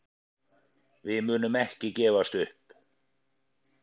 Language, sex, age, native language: Icelandic, male, 50-59, Icelandic